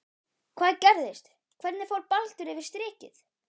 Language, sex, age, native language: Icelandic, male, 12, Icelandic